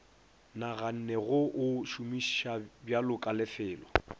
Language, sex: Northern Sotho, male